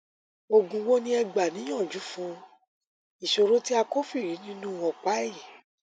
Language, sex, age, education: Yoruba, female, 30-45, tertiary